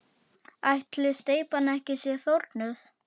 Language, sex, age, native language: Icelandic, male, 10, Icelandic